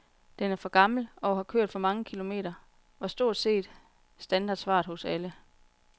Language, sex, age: Danish, female, 40